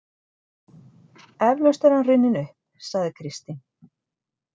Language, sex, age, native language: Icelandic, female, 40-49, Icelandic